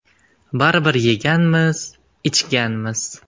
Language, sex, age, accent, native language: Uzbek, male, 19-29, Andijon, Uzbek